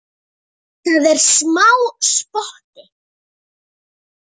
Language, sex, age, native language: Icelandic, female, 10, Icelandic